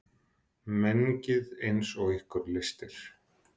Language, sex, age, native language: Icelandic, female, 10, Icelandic